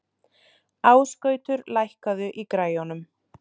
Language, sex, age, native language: Icelandic, male, 30-39, Icelandic